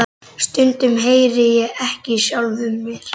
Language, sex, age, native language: Icelandic, male, 11, Icelandic